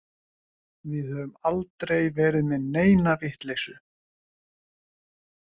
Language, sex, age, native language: Icelandic, male, 20-29, Icelandic